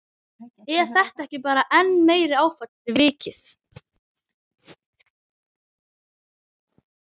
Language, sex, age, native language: Icelandic, female, 12, Icelandic